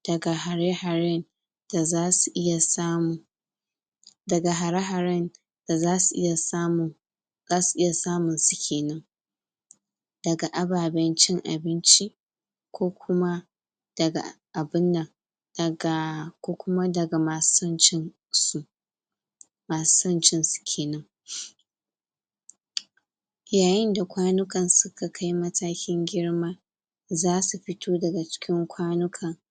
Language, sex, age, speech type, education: Hausa, female, 46-60, spontaneous, tertiary